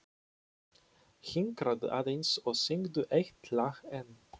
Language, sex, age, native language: Icelandic, male, 20-29, Polish